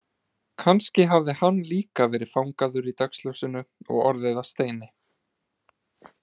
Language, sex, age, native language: Icelandic, male, 20-29, Icelandic